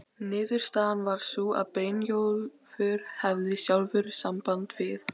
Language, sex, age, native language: Icelandic, female, 12, Icelandic